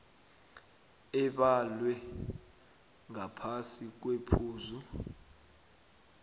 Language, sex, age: South Ndebele, male, 21